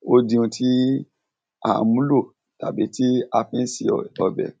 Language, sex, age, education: Yoruba, male, 30-45, secondary